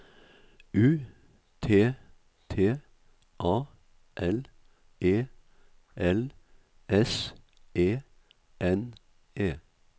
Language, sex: Norwegian, male